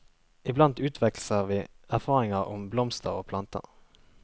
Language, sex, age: Norwegian, male, 23